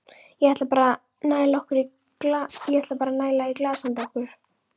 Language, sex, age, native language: Icelandic, female, 11, Icelandic